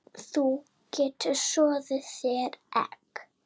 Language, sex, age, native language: Icelandic, female, 9, Icelandic